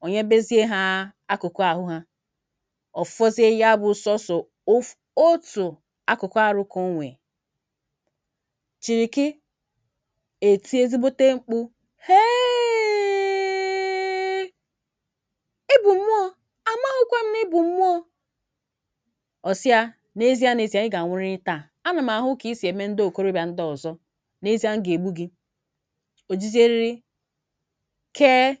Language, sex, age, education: Igbo, female, 46-60, tertiary